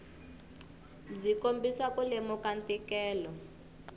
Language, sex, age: Tsonga, female, 21